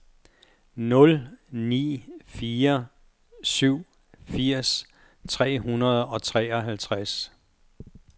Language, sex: Danish, male